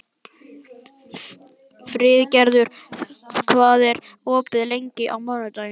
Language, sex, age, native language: Icelandic, male, 11, Icelandic